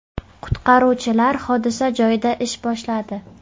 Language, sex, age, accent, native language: Uzbek, female, 18-24, Navoiy, Uzbek